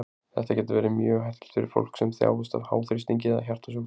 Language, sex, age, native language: Icelandic, male, 20-29, Icelandic